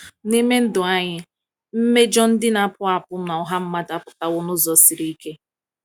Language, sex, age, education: Igbo, female, 15-29, tertiary